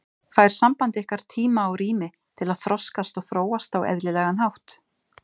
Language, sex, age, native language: Icelandic, female, 50-59, Icelandic